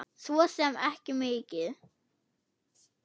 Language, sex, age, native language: Icelandic, female, 8, German